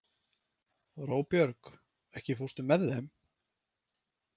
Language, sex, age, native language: Icelandic, male, 30-39, Icelandic